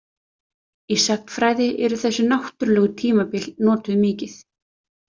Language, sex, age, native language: Icelandic, female, 30-39, Icelandic